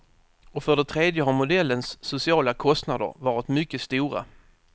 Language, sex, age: Swedish, male, 30